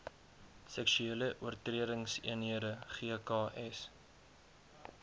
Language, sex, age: Afrikaans, male, 22